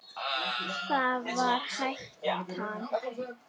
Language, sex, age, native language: Icelandic, female, 9, Icelandic